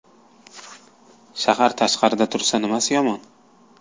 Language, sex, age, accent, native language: Uzbek, male, 19-29, Qashqadaryo, Uzbek